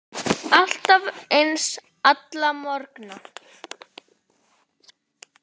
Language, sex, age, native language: Icelandic, male, 10, Icelandic